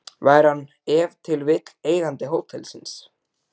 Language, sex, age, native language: Icelandic, male, 12, Icelandic